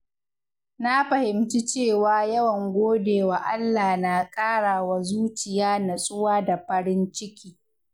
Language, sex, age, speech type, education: Hausa, female, 15-29, read, secondary